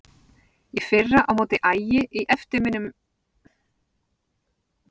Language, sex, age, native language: Icelandic, female, 40-49, Icelandic